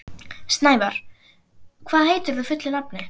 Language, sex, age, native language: Icelandic, female, 11, Icelandic